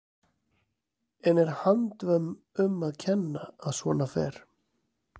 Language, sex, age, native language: Icelandic, male, 40-49, Icelandic